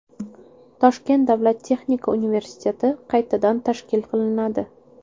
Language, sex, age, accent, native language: Uzbek, female, 18-24, Toshkent shahri, Uzbek